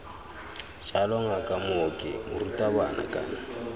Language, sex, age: Tswana, male, 25